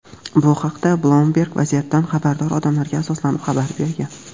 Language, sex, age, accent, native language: Uzbek, male, 18-24, Toshkent viloyati, Uzbek